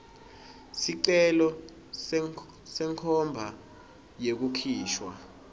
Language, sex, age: Swati, male, 21